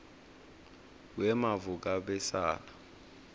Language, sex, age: South Ndebele, male, 20